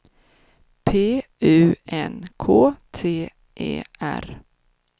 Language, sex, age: Swedish, female, 30